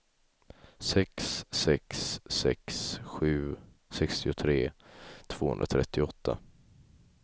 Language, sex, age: Swedish, male, 18